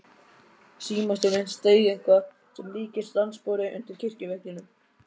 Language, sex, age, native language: Icelandic, male, 12, Icelandic